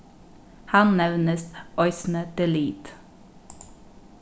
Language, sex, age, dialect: Faroese, female, 36-60, Norðurstreymoy/Eysturoy